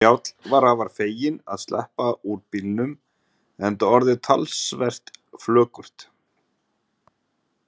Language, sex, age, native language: Icelandic, male, 40-49, Icelandic